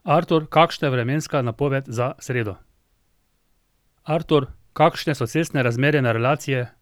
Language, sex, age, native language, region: Slovenian, male, 50-59, Slovenian, Drava region